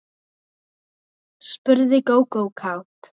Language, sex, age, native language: Icelandic, female, 9, Icelandic